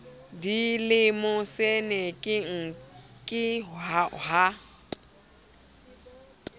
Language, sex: Southern Sotho, female